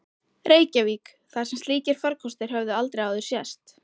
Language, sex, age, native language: Icelandic, female, 12, Icelandic